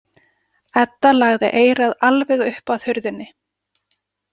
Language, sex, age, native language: Icelandic, female, 40-49, Icelandic